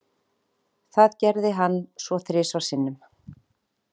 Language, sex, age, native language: Icelandic, female, 40-49, Icelandic